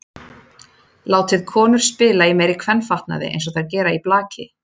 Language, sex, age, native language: Icelandic, female, 30-39, Icelandic